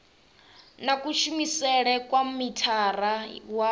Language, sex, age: Venda, female, 27